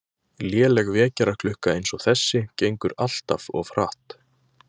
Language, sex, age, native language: Icelandic, male, 20-29, Icelandic